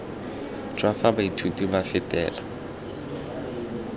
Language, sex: Tswana, male